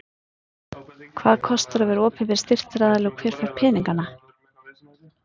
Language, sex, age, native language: Icelandic, female, 50-59, Icelandic